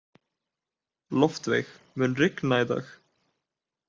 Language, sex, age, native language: Icelandic, male, 18-19, Icelandic